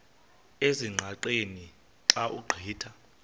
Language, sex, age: Xhosa, male, 22